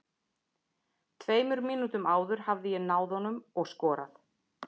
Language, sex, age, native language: Icelandic, female, 50-59, Icelandic